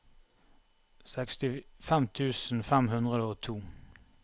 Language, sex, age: Norwegian, male, 32